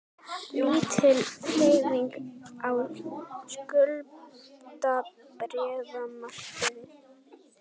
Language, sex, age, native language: Icelandic, female, 18-19, Icelandic